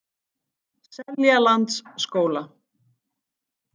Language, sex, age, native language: Icelandic, female, 50-59, Icelandic